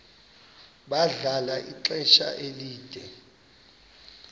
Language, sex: Xhosa, male